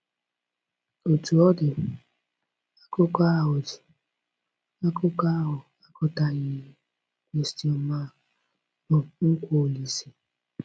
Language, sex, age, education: Igbo, female, 15-29, tertiary